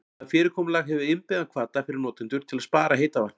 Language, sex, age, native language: Icelandic, male, 40-49, Icelandic